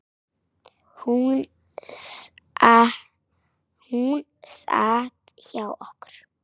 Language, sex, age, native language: Icelandic, female, 9, Icelandic